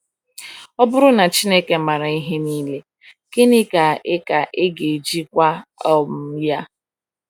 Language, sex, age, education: Igbo, female, 15-29, tertiary